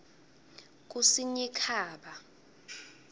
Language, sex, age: South Ndebele, female, 22